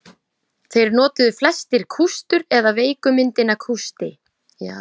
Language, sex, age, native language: Icelandic, female, 20-29, Icelandic